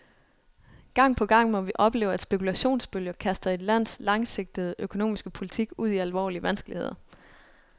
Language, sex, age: Danish, female, 29